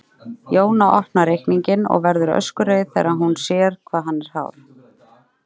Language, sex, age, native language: Icelandic, female, 30-39, Icelandic